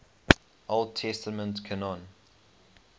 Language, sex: English, male